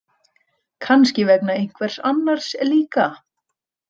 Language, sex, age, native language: Icelandic, female, 30-39, Icelandic